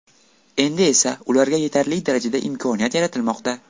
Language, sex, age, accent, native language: Uzbek, male, 18-24, Buxoro, Uzbek